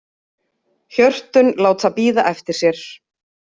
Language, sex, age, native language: Icelandic, female, 30-39, Icelandic